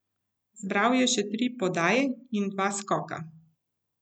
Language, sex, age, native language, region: Slovenian, female, 50-59, Slovenian, Central Slovenia